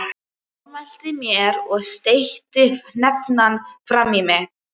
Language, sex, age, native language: Icelandic, female, 12, Icelandic